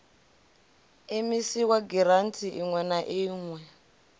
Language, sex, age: Venda, female, 25